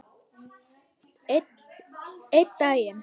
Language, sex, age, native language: Icelandic, female, 10, Icelandic